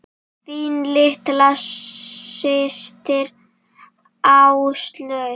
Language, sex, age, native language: Icelandic, female, 7, Icelandic